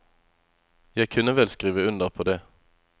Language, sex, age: Norwegian, male, 25